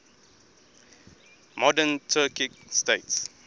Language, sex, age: English, male, 20